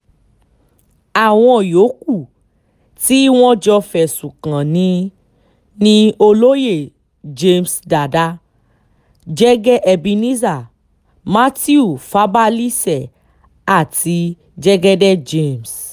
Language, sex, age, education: Yoruba, female, 15-29, tertiary